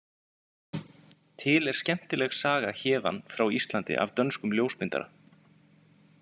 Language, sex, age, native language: Icelandic, male, 20-29, Icelandic